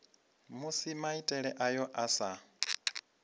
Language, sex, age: Venda, male, 25